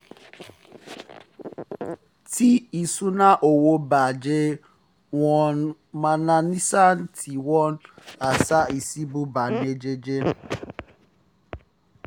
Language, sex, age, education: Yoruba, male, 15-29, tertiary